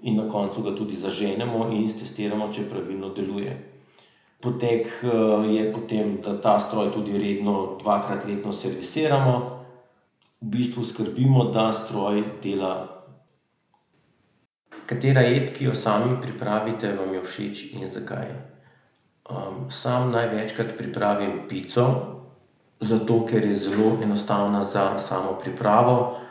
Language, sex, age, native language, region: Slovenian, male, 30-49, Slovenian, Central Slovenia